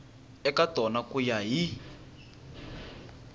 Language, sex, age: Tsonga, male, 19